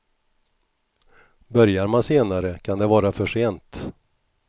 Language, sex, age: Swedish, male, 61